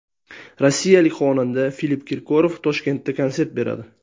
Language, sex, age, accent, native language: Uzbek, male, 19-29, Sirdaryo, Uzbek